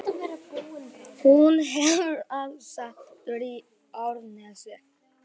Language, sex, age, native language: Icelandic, male, 9, Icelandic